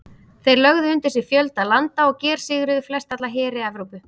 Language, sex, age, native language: Icelandic, female, 30-39, Icelandic